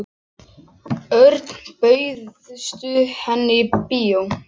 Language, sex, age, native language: Icelandic, male, 6, Icelandic